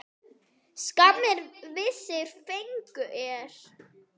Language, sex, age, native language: Icelandic, female, 8, Icelandic